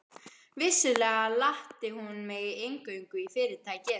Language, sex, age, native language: Icelandic, female, 12, Icelandic